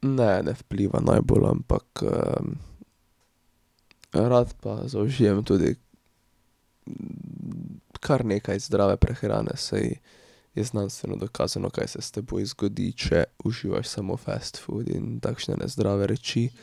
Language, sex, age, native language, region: Slovenian, male, 18-29, Slovenian, Drava region